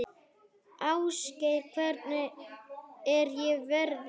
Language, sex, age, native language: Icelandic, male, 8, Icelandic